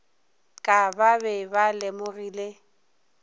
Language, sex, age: Northern Sotho, female, 24